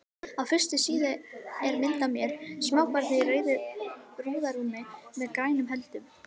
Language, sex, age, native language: Icelandic, female, 18-19, Icelandic